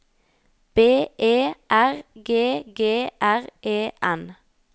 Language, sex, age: Norwegian, female, 19